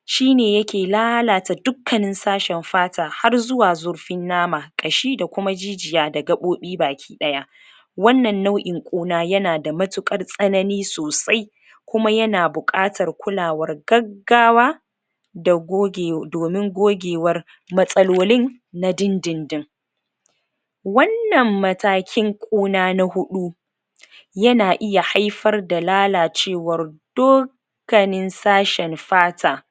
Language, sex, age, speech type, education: Hausa, female, 30-45, spontaneous, tertiary